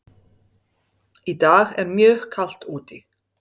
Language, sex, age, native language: Icelandic, female, 30-39, Serbo-Croatian